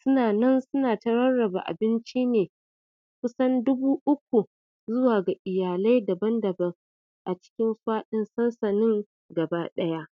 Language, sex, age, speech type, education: Hausa, female, 30-45, spontaneous, tertiary